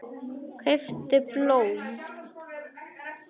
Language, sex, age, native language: Icelandic, male, 10, Polish